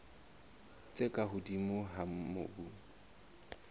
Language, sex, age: Southern Sotho, male, 19